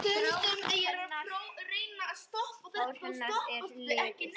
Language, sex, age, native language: Icelandic, male, 10, Icelandic